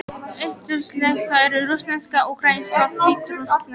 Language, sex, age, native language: Icelandic, female, 18-19, Icelandic